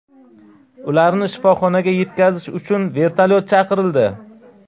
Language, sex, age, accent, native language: Uzbek, male, 35+, Qashqadaryo, Uzbek